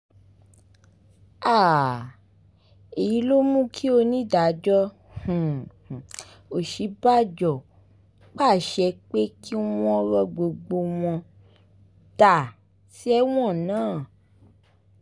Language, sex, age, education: Yoruba, female, 15-29, tertiary